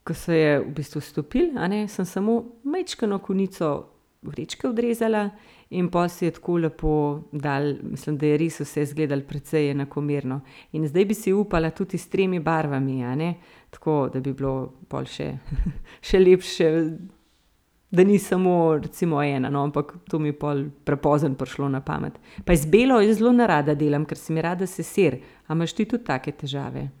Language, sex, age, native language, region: Slovenian, female, 30-49, Slovenian, Central Slovenia